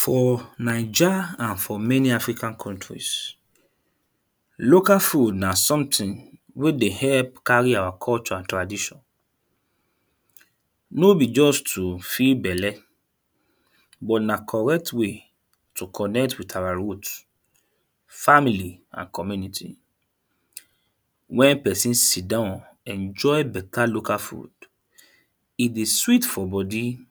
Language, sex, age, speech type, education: Nigerian Pidgin, male, 30-45, spontaneous, tertiary